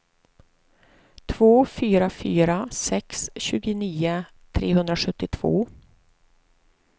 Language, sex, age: Swedish, female, 43